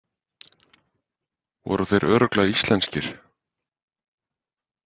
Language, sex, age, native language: Icelandic, male, 50-59, Icelandic